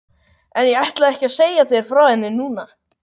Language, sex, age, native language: Icelandic, male, 12, Icelandic